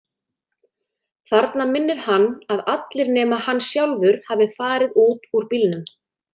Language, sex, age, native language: Icelandic, female, 30-39, Icelandic